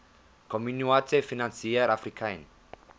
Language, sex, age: English, male, 24